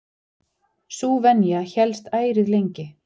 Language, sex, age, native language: Icelandic, female, 40-49, Icelandic